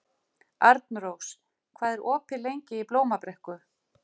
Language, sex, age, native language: Icelandic, female, 50-59, Icelandic